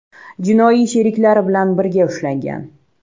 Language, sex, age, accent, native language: Uzbek, female, 18-24, Toshkent shahri, Uzbek